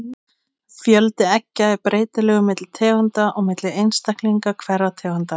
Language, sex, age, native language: Icelandic, female, 18-19, Icelandic